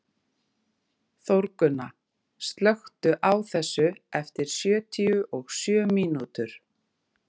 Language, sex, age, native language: Icelandic, female, 30-39, Icelandic